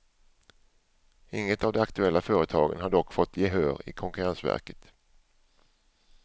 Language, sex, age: Swedish, male, 47